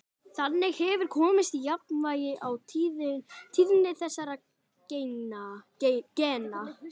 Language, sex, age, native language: Icelandic, female, 60-69, Icelandic